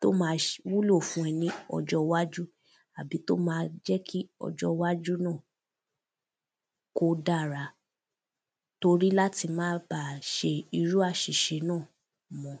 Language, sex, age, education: Yoruba, female, 15-29, primary